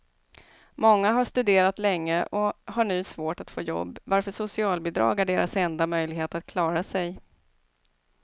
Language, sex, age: Swedish, female, 29